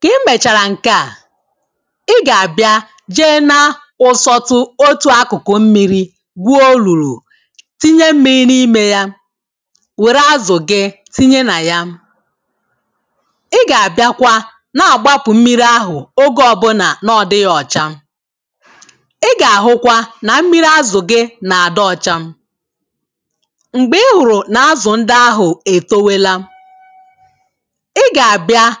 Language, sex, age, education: Igbo, female, 15-29, tertiary